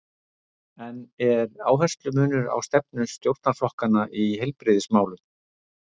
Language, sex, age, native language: Icelandic, male, 60-69, Icelandic